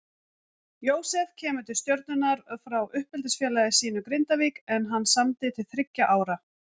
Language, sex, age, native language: Icelandic, female, 40-49, Icelandic